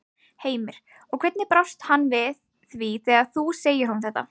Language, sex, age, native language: Icelandic, female, 20-29, Icelandic